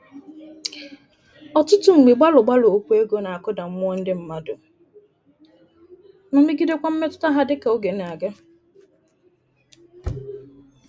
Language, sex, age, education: Igbo, female, 30-45, tertiary